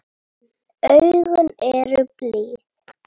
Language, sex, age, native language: Icelandic, female, 7, Icelandic